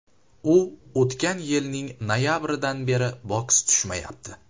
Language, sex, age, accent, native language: Uzbek, male, 18-24, Qashqadaryo, Uzbek